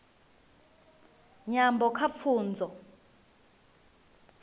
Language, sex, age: Venda, female, 19